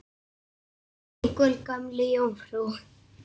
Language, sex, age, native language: Icelandic, male, 6, Icelandic